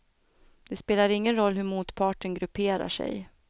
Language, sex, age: Swedish, female, 29